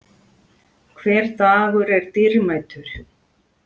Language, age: Icelandic, 40-49